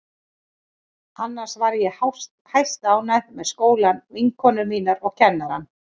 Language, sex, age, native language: Icelandic, female, 40-49, Icelandic